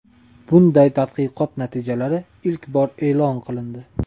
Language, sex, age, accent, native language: Uzbek, male, 18-24, Toshkent shahri, Uzbek